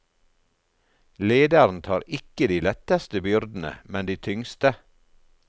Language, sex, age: Norwegian, male, 48